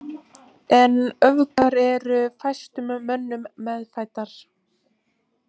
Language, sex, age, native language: Icelandic, female, 18-19, Icelandic